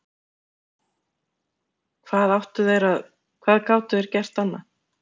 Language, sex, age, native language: Icelandic, female, 40-49, Icelandic